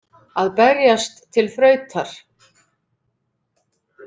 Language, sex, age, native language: Icelandic, female, 50-59, Icelandic